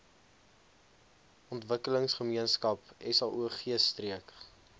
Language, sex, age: Afrikaans, male, 20